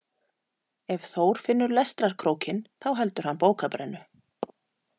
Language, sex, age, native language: Icelandic, female, 40-49, Icelandic